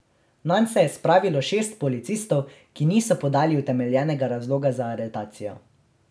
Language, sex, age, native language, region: Slovenian, male, 18-29, Slovenian, Drava region